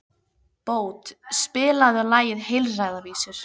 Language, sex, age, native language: Icelandic, female, 15, Icelandic